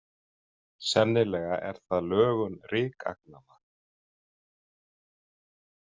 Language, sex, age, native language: Icelandic, male, 40-49, Icelandic